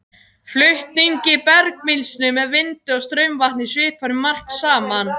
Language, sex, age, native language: Icelandic, male, 12, Icelandic